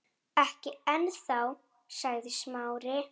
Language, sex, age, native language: Icelandic, female, 7, Icelandic